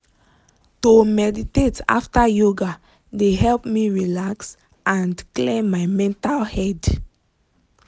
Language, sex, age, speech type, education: Nigerian Pidgin, female, 15-29, spontaneous, tertiary